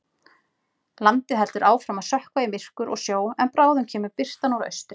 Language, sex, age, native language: Icelandic, female, 30-39, Icelandic